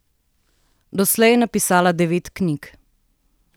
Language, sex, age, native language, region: Slovenian, female, 30-49, Slovenian, Southeast Slovenia